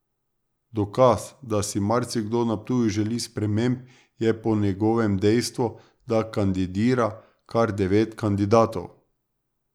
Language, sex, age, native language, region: Slovenian, male, 30-49, Slovenian, Drava region